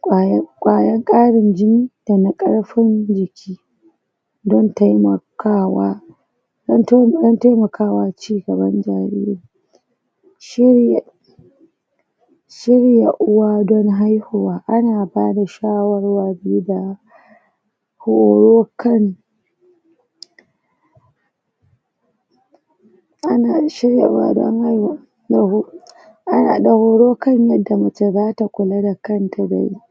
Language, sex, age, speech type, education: Hausa, female, 30-45, spontaneous, tertiary